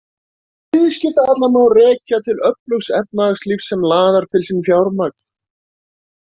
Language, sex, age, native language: Icelandic, male, 30-39, Icelandic